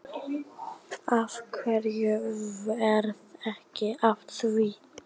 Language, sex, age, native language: Icelandic, female, 11, Icelandic